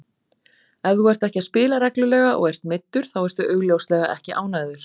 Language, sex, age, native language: Icelandic, female, 40-49, Icelandic